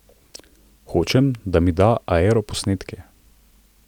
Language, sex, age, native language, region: Slovenian, male, 30-49, Slovenian, Central Slovenia